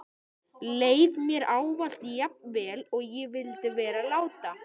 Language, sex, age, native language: Icelandic, male, 13, Icelandic